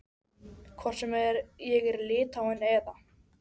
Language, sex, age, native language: Icelandic, male, 13, Icelandic